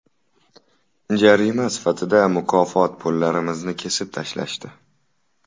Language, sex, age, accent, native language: Uzbek, male, 18-24, Toshkent shahri, Uzbek